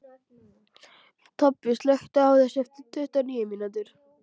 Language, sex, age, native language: Icelandic, female, 12, Icelandic